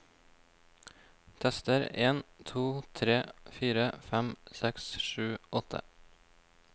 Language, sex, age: Norwegian, male, 26